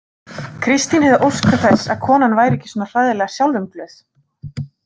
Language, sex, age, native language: Icelandic, female, 30-39, Icelandic